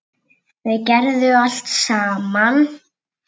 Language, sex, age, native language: Icelandic, female, 8, Icelandic